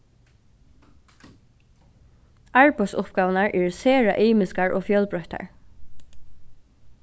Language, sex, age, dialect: Faroese, female, 15-35, Norðuroyggjar